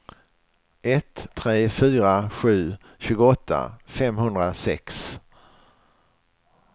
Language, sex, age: Swedish, male, 61